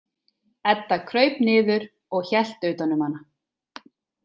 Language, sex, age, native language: Icelandic, female, 30-39, Icelandic